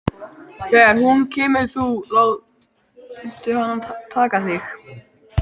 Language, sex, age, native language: Icelandic, male, 12, Icelandic